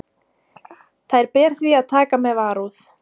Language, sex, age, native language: Icelandic, female, 30-39, Icelandic